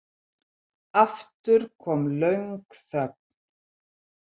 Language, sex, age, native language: Icelandic, female, 70-79, Icelandic